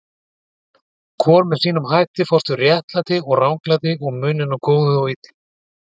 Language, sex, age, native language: Icelandic, male, 40-49, Icelandic